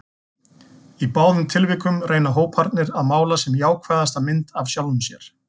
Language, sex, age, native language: Icelandic, male, 40-49, Icelandic